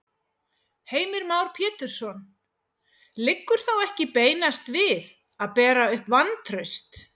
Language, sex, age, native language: Icelandic, female, 40-49, Icelandic